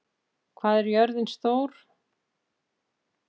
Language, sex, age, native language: Icelandic, female, 50-59, Icelandic